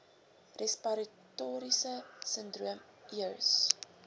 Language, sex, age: Afrikaans, female, 19